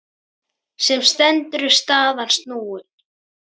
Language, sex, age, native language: Icelandic, female, 10, Icelandic